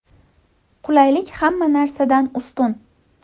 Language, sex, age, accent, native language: Uzbek, female, 18-24, Andijon, Uzbek